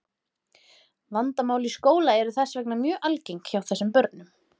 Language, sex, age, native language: Icelandic, female, 30-39, Icelandic